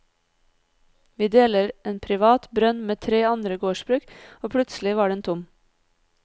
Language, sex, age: Norwegian, female, 30